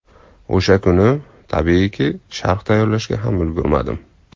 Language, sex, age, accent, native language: Uzbek, male, 35+, Qashqadaryo, Uzbek